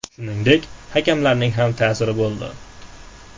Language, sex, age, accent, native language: Uzbek, male, 18-24, Namangan, Uzbek